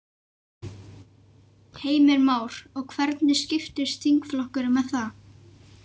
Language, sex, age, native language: Icelandic, male, 11, Icelandic